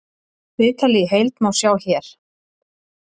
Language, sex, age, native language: Icelandic, female, 30-39, Icelandic